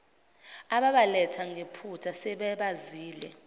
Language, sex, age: Zulu, female, 25